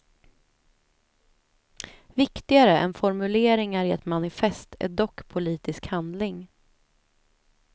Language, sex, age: Swedish, female, 28